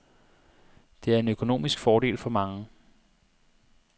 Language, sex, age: Danish, male, 25